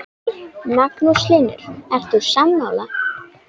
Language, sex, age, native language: Icelandic, female, 10, Icelandic